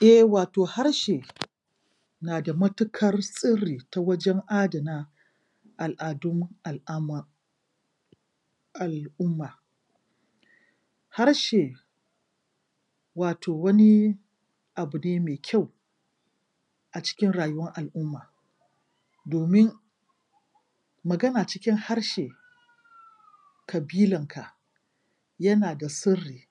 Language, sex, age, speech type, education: Hausa, female, 46-60, spontaneous, tertiary